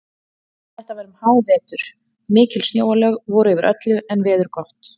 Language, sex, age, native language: Icelandic, female, 40-49, Icelandic